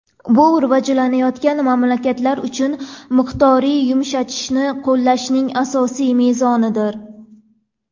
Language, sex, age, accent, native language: Uzbek, female, 18-24, Toshkent viloyati, Uzbek